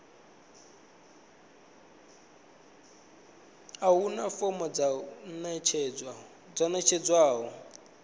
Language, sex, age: Venda, male, 19